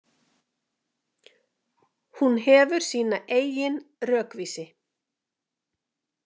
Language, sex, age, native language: Icelandic, female, 50-59, Icelandic